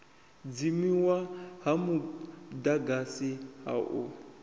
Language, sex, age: Venda, male, 21